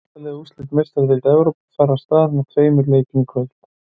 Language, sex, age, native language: Icelandic, male, 30-39, Icelandic